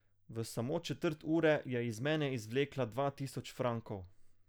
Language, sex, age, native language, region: Slovenian, male, 18-29, Slovenian, Carinthia region